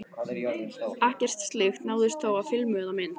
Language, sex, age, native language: Icelandic, other, 18-19, Icelandic